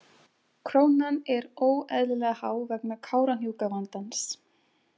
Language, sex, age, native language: Icelandic, female, 18-19, Icelandic